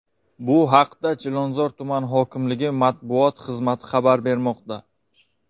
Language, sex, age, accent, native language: Uzbek, male, 19-29, Buxoro, Uzbek